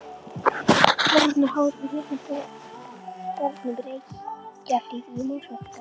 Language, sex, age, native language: Icelandic, female, 11, Icelandic